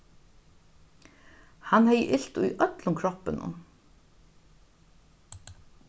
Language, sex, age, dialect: Faroese, female, 61+, Norðurstreymoy/Eysturoy